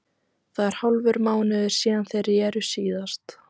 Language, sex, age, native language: Icelandic, female, 14, Icelandic